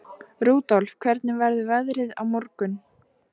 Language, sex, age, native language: Icelandic, female, 18-19, Icelandic